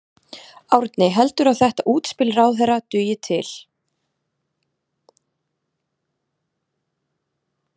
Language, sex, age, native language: Icelandic, female, 30-39, Icelandic